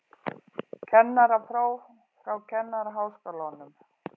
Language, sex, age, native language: Icelandic, female, 40-49, Icelandic